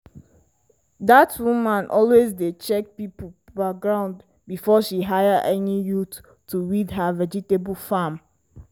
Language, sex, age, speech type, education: Nigerian Pidgin, female, 15-29, spontaneous, tertiary